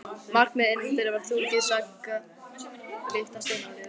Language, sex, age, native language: Icelandic, male, 11, Icelandic